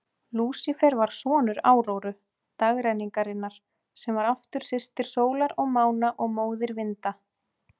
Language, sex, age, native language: Icelandic, female, 30-39, Icelandic